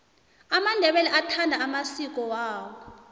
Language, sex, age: South Ndebele, female, 26